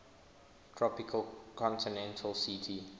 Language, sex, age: English, male, 21